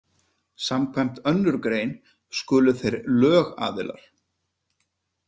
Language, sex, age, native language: Icelandic, male, 50-59, Icelandic